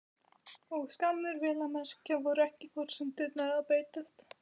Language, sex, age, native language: Icelandic, female, 12, Icelandic